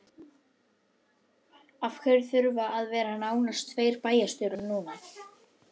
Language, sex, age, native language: Icelandic, female, 11, Icelandic